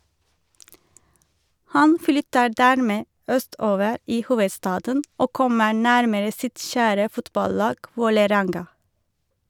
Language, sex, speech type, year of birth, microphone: Norwegian, female, read, 1983, Shure